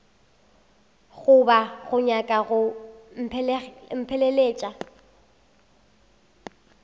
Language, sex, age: Northern Sotho, female, 19